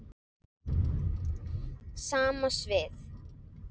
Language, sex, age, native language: Icelandic, female, 7, Icelandic